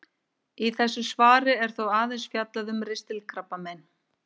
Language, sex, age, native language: Icelandic, female, 50-59, Icelandic